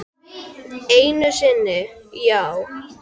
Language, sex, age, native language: Icelandic, male, 10, Icelandic